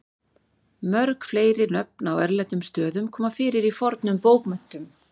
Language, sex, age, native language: Icelandic, female, 40-49, Icelandic